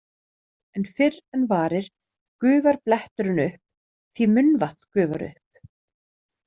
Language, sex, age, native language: Icelandic, female, 30-39, Icelandic